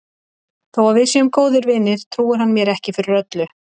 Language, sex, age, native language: Icelandic, female, 30-39, Icelandic